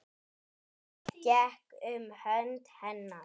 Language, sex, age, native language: Icelandic, male, 10, Icelandic